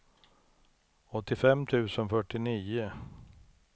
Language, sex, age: Swedish, male, 63